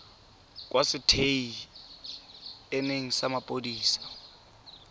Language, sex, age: Tswana, male, 23